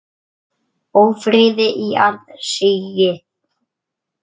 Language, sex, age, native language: Icelandic, male, 9, Icelandic